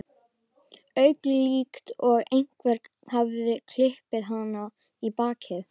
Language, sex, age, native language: Icelandic, female, 11, Icelandic